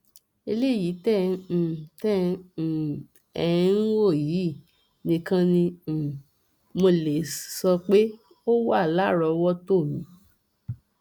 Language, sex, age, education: Yoruba, female, 30-45, tertiary